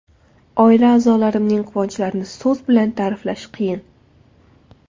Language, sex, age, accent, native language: Uzbek, female, 19-29, Toshkent viloyati, Uzbek